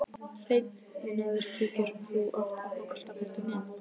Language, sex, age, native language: Icelandic, female, 15, Icelandic